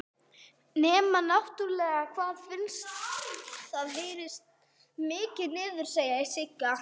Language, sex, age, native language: Icelandic, female, 30-39, English